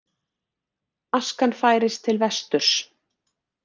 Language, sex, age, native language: Icelandic, female, 40-49, Icelandic